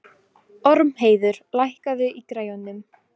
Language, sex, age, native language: Icelandic, female, 15, Polish